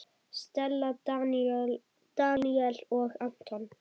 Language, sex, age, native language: Icelandic, female, 10, Icelandic